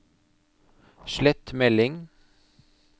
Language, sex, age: Norwegian, male, 30